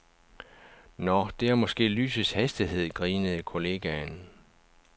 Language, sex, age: Danish, male, 49